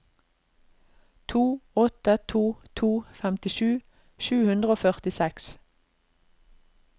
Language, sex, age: Norwegian, female, 32